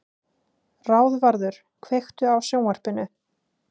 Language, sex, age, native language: Icelandic, female, 20-29, Icelandic